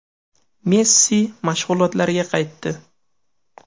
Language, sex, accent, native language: Uzbek, male, Farg'ona, Uzbek